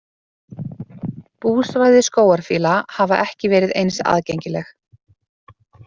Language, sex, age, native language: Icelandic, female, 40-49, Icelandic